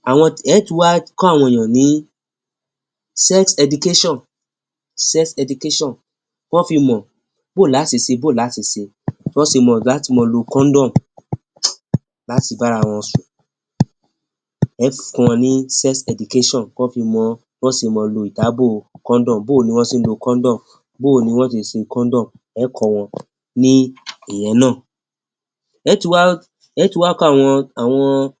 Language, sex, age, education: Yoruba, male, 30-45, tertiary